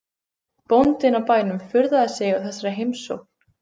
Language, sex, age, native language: Icelandic, female, 15, Icelandic